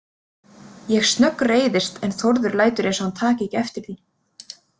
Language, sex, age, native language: Icelandic, female, 30-39, Icelandic